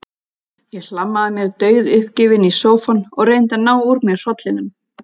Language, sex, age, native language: Icelandic, female, 30-39, Icelandic